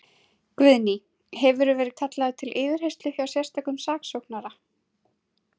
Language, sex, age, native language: Icelandic, female, 30-39, Icelandic